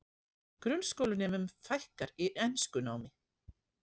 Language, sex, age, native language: Icelandic, female, 50-59, Icelandic